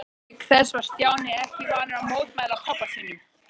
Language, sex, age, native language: Icelandic, male, 13, Icelandic